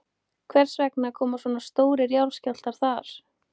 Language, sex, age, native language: Icelandic, female, 18-19, Icelandic